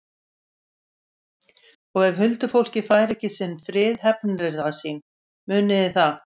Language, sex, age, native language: Icelandic, female, 60-69, Icelandic